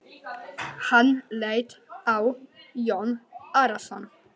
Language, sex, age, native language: Icelandic, male, 10, Icelandic